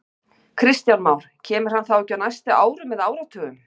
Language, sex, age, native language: Icelandic, female, 50-59, Icelandic